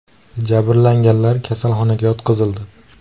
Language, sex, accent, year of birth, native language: Uzbek, male, Andijon, 2003, Uzbek